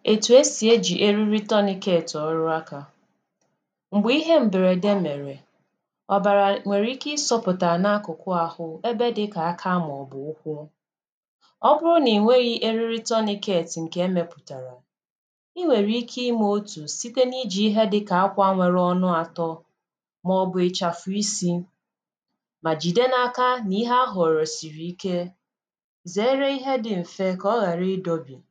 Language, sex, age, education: Igbo, female, 15-29, tertiary